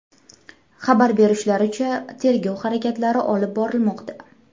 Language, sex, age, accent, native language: Uzbek, female, 18-24, Andijon, Uzbek